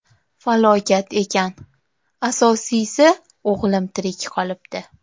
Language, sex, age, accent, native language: Uzbek, female, 19-29, Toshkent viloyati, Uzbek